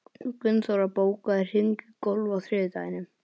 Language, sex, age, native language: Icelandic, male, 18-19, Icelandic